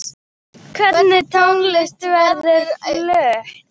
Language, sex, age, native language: Icelandic, female, 10, Icelandic